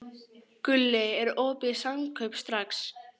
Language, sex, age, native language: Icelandic, female, 12, Icelandic